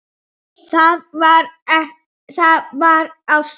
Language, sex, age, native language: Icelandic, male, 9, Icelandic